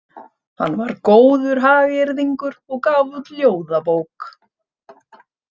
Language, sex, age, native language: Icelandic, female, 30-39, Icelandic